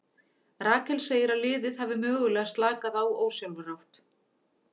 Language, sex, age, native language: Icelandic, female, 40-49, Icelandic